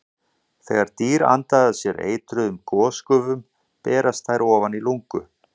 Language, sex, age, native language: Icelandic, male, 40-49, Icelandic